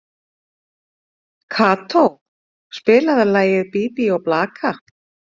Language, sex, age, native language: Icelandic, female, 40-49, Icelandic